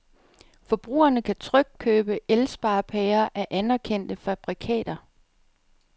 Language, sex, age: Danish, female, 37